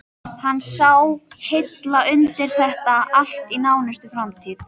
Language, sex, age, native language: Icelandic, female, 13, Icelandic